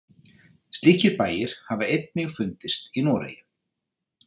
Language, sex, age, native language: Icelandic, male, 30-39, Icelandic